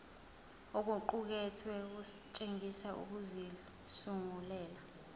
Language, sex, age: Zulu, female, 20